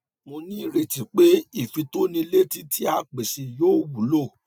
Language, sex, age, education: Yoruba, male, 30-45, tertiary